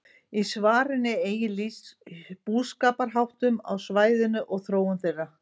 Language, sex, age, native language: Icelandic, female, 50-59, Icelandic